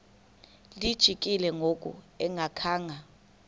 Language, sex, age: Xhosa, female, 21